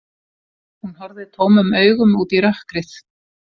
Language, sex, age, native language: Icelandic, female, 40-49, Icelandic